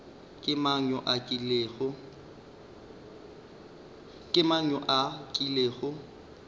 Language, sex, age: Northern Sotho, male, 35